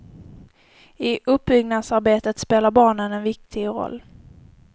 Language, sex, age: Swedish, female, 18